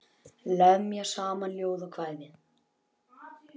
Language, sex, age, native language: Icelandic, male, 10, Icelandic